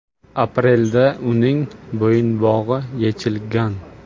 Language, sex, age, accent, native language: Uzbek, male, 18-24, Namangan, Uzbek